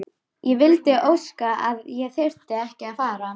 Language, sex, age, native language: Icelandic, female, 13, Icelandic